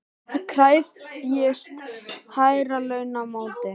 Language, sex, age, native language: Icelandic, male, 18-19, Icelandic